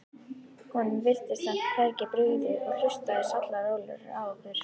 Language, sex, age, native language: Icelandic, female, 11, Icelandic